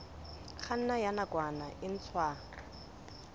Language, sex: Southern Sotho, female